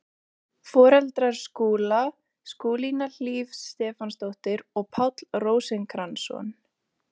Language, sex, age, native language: Icelandic, female, 20-29, Icelandic